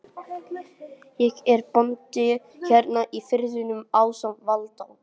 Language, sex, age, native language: Icelandic, male, 18-19, English